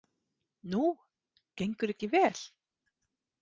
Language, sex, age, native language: Icelandic, female, 30-39, Icelandic